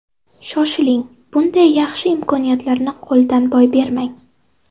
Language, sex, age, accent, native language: Uzbek, female, 18-24, Toshkent viloyati, Uzbek